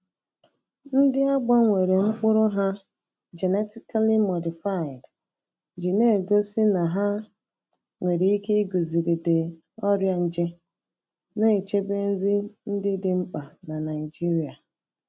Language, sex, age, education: Igbo, female, 30-45, tertiary